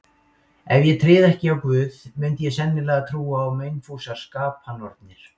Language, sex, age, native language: Icelandic, male, 18-19, Icelandic